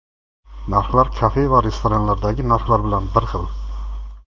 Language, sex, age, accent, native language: Uzbek, male, 40-49, Jizzax, Uzbek